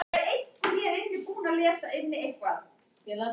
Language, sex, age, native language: Icelandic, male, 14, Icelandic